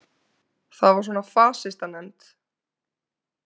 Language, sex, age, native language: Icelandic, female, 20-29, Icelandic